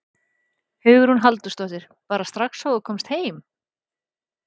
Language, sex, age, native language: Icelandic, female, 30-39, Icelandic